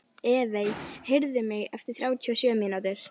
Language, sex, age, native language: Icelandic, female, 11, Icelandic